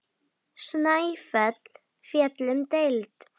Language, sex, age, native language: Icelandic, female, 10, Icelandic